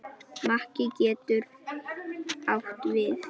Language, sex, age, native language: Icelandic, female, 10, Icelandic